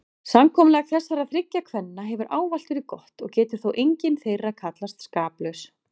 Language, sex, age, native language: Icelandic, female, 40-49, Icelandic